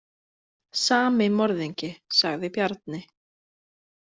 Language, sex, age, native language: Icelandic, female, 20-29, Icelandic